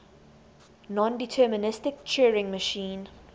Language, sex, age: English, female, 22